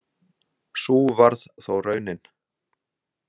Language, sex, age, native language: Icelandic, male, 60-69, Icelandic